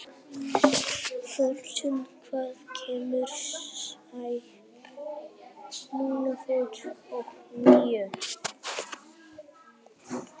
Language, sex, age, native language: Icelandic, male, 18-19, Icelandic